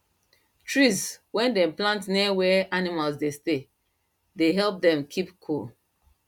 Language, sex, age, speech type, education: Nigerian Pidgin, female, 30-45, spontaneous, tertiary